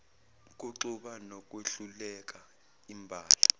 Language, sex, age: Zulu, male, 24